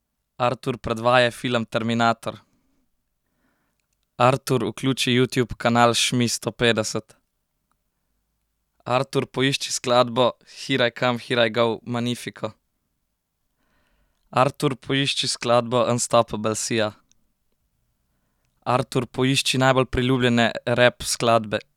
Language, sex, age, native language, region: Slovenian, male, 18-29, Slovenian, Central Slovenia